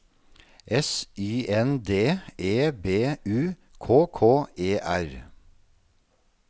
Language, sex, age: Norwegian, male, 48